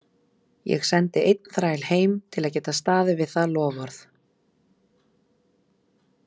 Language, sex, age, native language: Icelandic, female, 30-39, Icelandic